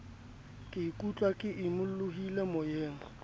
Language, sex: Southern Sotho, male